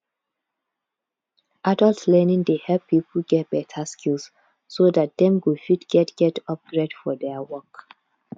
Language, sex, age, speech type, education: Nigerian Pidgin, female, 15-29, spontaneous, tertiary